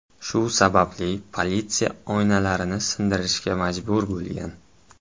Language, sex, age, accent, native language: Uzbek, male, 18-24, Samarqand, Uzbek